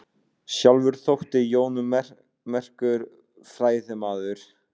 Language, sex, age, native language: Icelandic, male, 18-19, Icelandic